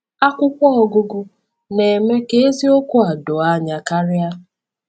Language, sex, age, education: Igbo, female, 15-29, tertiary